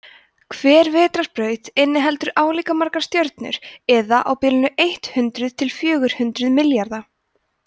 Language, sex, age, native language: Icelandic, female, 20-29, Icelandic